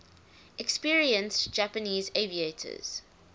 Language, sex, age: English, female, 19